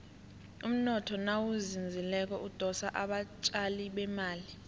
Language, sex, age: South Ndebele, female, 18